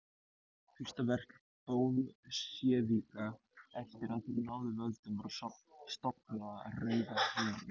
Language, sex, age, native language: Icelandic, male, 18-19, Icelandic